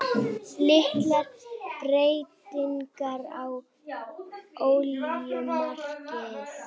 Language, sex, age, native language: Icelandic, female, 18-19, Icelandic